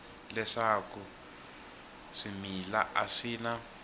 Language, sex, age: Tsonga, male, 21